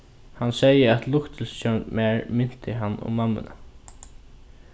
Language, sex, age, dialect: Faroese, male, 15-35, Norðurstreymoy/Eysturoy